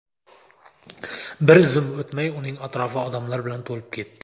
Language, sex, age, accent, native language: Uzbek, male, 19-29, Samarqand, Uzbek